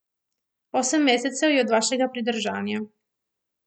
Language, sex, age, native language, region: Slovenian, female, 18-29, Slovenian, Primorsko-notranjska region